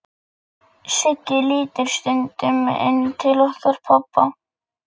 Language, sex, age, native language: Icelandic, male, 11, Icelandic